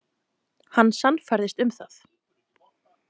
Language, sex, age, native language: Icelandic, female, 30-39, Icelandic